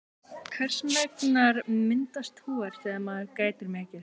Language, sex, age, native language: Icelandic, other, 18-19, Icelandic